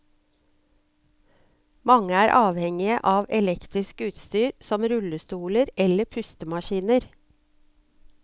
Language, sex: Norwegian, female